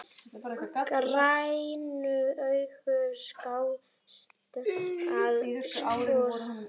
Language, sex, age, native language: Icelandic, male, 10, Icelandic